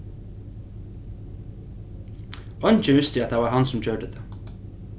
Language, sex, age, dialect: Faroese, male, 15-35, Norðurstreymoy/Eysturoy